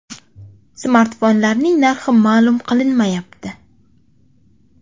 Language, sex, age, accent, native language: Uzbek, female, 25-34, Qashqadaryo, Uzbek